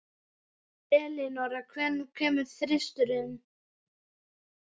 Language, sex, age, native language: Icelandic, male, 12, Icelandic